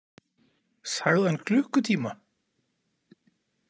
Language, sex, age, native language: Icelandic, male, 40-49, Icelandic